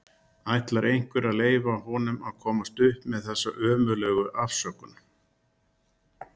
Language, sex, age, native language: Icelandic, male, 60-69, Icelandic